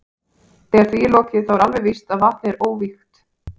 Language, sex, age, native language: Icelandic, female, 18-19, Icelandic